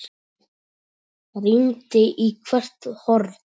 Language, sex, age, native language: Icelandic, male, 10, Icelandic